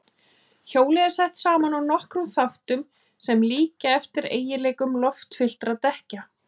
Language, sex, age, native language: Icelandic, female, 30-39, Icelandic